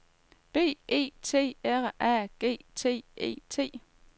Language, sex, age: Danish, female, 38